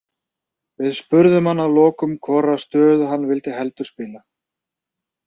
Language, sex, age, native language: Icelandic, male, 30-39, Icelandic